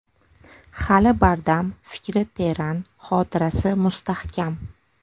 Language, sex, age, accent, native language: Uzbek, female, 25-34, Samarqand, Uzbek